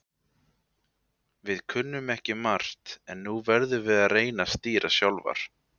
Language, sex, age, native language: Icelandic, male, 20-29, Icelandic